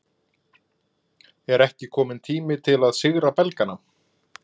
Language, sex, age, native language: Icelandic, male, 20-29, Icelandic